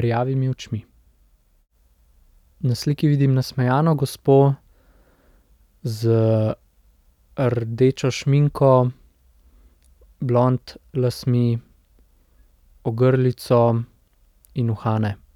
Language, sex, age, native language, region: Slovenian, male, 18-29, Slovenian, Central Slovenia